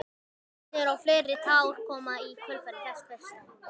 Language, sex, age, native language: Icelandic, male, 12, Icelandic